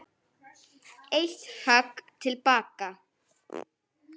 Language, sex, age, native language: Icelandic, female, 9, Icelandic